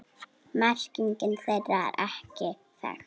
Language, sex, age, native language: Icelandic, female, 6, Icelandic